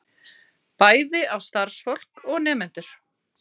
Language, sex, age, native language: Icelandic, female, 40-49, Icelandic